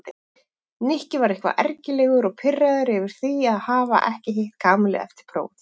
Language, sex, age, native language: Icelandic, female, 40-49, Icelandic